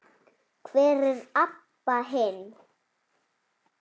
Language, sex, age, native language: Icelandic, female, 7, Icelandic